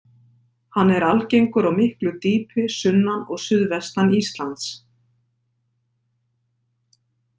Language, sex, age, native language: Icelandic, female, 50-59, Icelandic